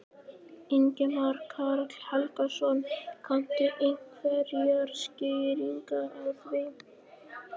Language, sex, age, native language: Icelandic, male, 11, Icelandic